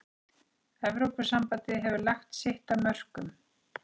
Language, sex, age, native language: Icelandic, female, 40-49, Icelandic